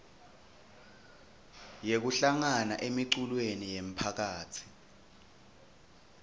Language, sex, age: Swati, male, 21